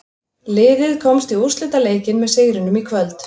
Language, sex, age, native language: Icelandic, female, 30-39, Icelandic